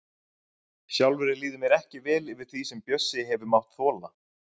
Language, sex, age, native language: Icelandic, male, 30-39, Icelandic